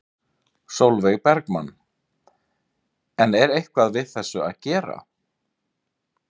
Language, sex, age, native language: Icelandic, male, 30-39, Icelandic